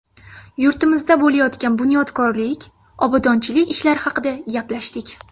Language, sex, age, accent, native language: Uzbek, female, 19-29, Surxondaryo, Uzbek